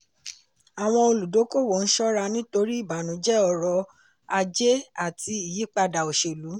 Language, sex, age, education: Yoruba, female, 15-29, tertiary